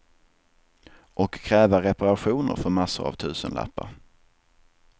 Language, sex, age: Swedish, male, 27